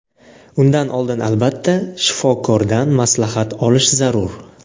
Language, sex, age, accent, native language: Uzbek, male, 18-24, Navoiy, Uzbek